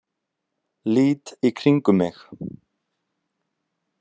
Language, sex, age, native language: Icelandic, male, 30-39, Icelandic